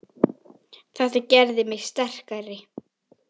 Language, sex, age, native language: Icelandic, female, 18-19, Icelandic